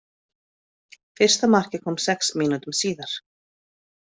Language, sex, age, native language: Icelandic, female, 50-59, Icelandic